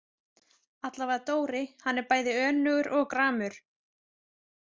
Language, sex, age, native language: Icelandic, female, 20-29, Icelandic